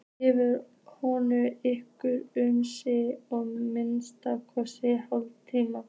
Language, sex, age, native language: Icelandic, female, 15, Icelandic